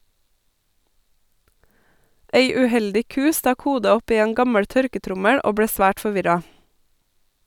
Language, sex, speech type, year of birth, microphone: Norwegian, female, read, 1988, Sennheiser